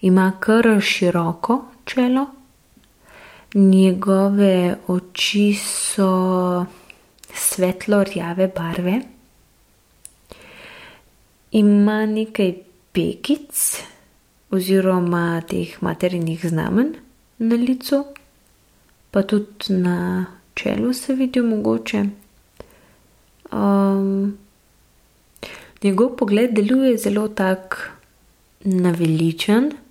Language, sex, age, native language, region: Slovenian, female, 18-29, Slovenian, Gorenjska region